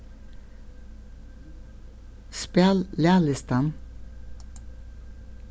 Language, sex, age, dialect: Faroese, female, 61+, Suðurstreymoy